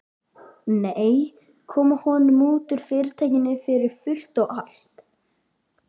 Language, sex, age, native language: Icelandic, male, 12, Icelandic